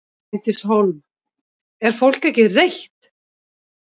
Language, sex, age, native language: Icelandic, female, 50-59, Icelandic